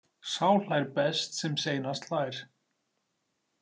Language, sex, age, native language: Icelandic, male, 40-49, Icelandic